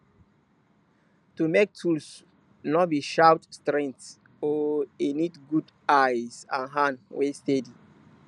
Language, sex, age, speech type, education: Nigerian Pidgin, male, 30-45, spontaneous, tertiary